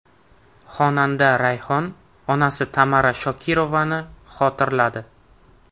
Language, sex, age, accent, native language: Uzbek, male, 18-24, Navoiy, Uzbek